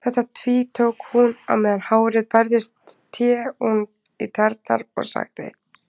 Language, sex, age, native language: Icelandic, female, 20-29, Icelandic